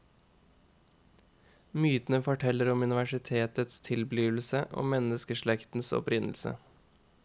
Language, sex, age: Norwegian, male, 21